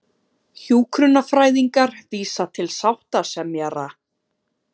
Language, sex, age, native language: Icelandic, female, 30-39, Icelandic